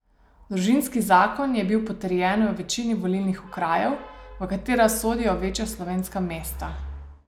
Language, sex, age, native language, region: Slovenian, female, 30-49, Slovenian, Savinja region